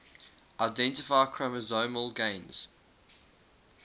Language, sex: English, male